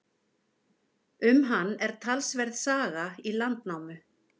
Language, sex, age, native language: Icelandic, female, 50-59, Icelandic